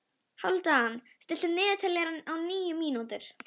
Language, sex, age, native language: Icelandic, female, 11, Icelandic